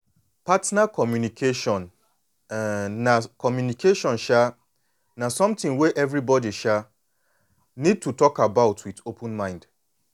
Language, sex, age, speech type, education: Nigerian Pidgin, male, 30-45, spontaneous, tertiary